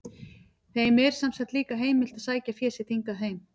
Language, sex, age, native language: Icelandic, female, 40-49, Icelandic